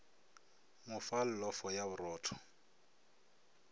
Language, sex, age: Northern Sotho, male, 24